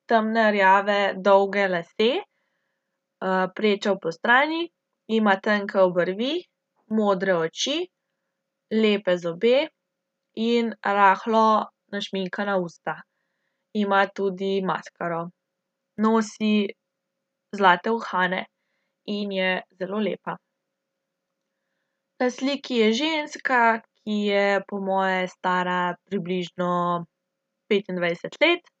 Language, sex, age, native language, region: Slovenian, female, 18-29, Slovenian, Central Slovenia